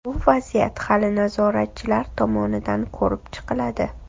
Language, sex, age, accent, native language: Uzbek, female, 25-34, Toshkent shahri, Uzbek